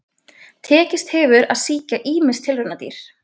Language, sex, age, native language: Icelandic, female, 20-29, Icelandic